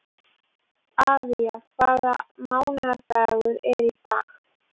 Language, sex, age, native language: Icelandic, female, 18-19, Icelandic